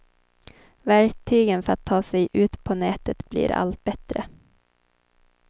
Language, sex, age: Swedish, female, 23